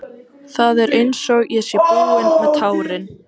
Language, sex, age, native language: Icelandic, female, 14, Icelandic